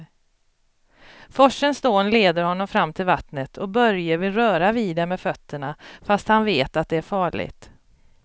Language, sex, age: Swedish, female, 42